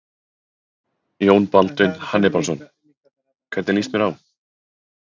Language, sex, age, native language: Icelandic, male, 20-29, Icelandic